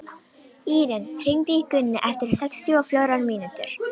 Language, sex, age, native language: Icelandic, female, 18-19, Romanian